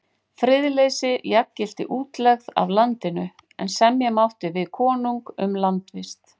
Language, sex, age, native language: Icelandic, female, 40-49, Icelandic